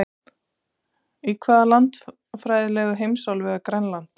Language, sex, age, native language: Icelandic, female, 30-39, Icelandic